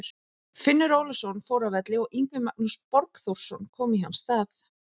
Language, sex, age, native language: Icelandic, female, 30-39, Icelandic